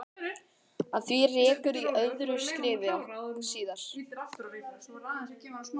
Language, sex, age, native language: Icelandic, male, 11, Icelandic